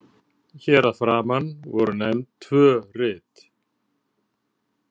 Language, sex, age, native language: Icelandic, male, 50-59, Icelandic